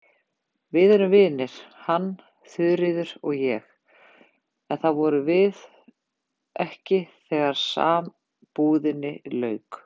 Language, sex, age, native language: Icelandic, female, 50-59, Icelandic